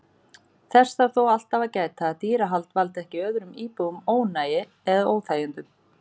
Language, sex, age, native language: Icelandic, female, 40-49, Icelandic